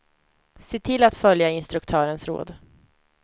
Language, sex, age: Swedish, female, 25